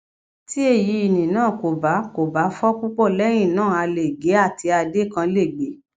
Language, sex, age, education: Yoruba, female, 60+, tertiary